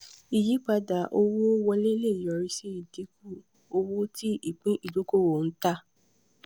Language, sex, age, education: Yoruba, female, 15-29, tertiary